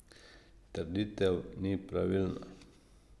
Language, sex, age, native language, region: Slovenian, male, 50-59, Slovenian, Drava region